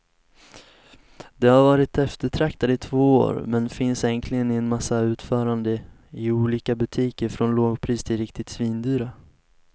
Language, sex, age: Swedish, male, 19